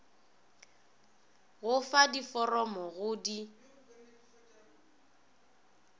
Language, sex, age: Northern Sotho, female, 24